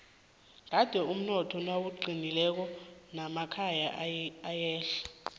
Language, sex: South Ndebele, female